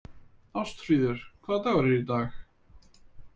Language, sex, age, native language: Icelandic, male, 30-39, Icelandic